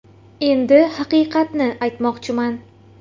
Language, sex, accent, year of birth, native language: Uzbek, female, Toshkent shahri, 1999, Uzbek